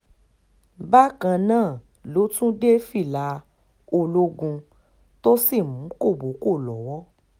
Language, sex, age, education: Yoruba, female, 15-29, tertiary